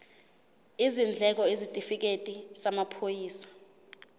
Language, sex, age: Zulu, female, 20